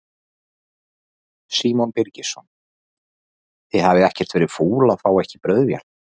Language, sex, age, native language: Icelandic, male, 40-49, Icelandic